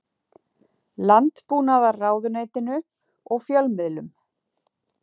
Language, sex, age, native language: Icelandic, female, 40-49, Icelandic